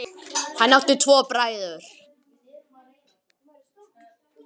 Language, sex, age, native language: Icelandic, male, 10, Icelandic